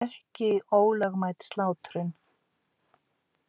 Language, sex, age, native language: Icelandic, female, 50-59, Icelandic